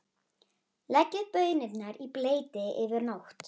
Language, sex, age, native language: Icelandic, female, 11, Icelandic